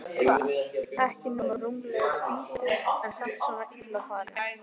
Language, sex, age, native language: Icelandic, female, 14, Icelandic